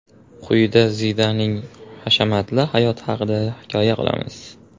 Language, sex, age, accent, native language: Uzbek, male, 18-24, Farg'ona, Uzbek